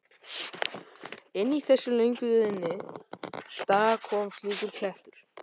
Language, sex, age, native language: Icelandic, male, 13, Icelandic